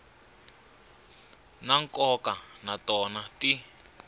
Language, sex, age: Tsonga, male, 25